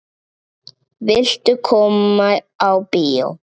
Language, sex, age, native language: Icelandic, male, 7, Icelandic